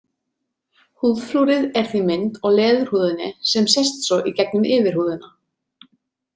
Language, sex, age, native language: Icelandic, female, 30-39, Icelandic